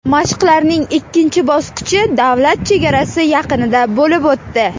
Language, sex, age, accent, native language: Uzbek, female, 18-24, Surxondaryo, Uzbek